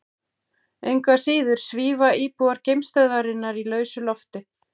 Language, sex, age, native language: Icelandic, female, 40-49, Icelandic